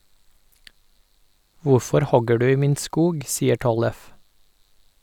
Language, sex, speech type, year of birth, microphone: Norwegian, male, read, 1988, Sennheiser